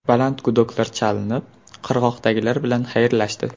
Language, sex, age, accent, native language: Uzbek, male, 18-24, Surxondaryo, Uzbek